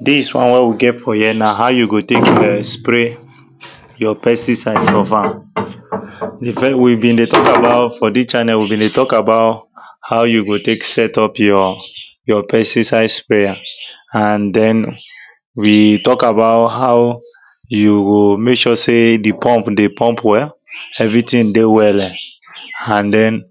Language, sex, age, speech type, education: Nigerian Pidgin, male, 15-29, spontaneous, tertiary